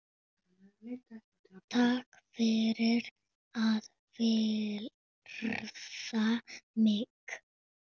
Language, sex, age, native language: Icelandic, female, 8, Spanish